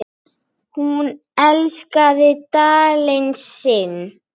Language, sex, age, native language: Icelandic, female, 8, Icelandic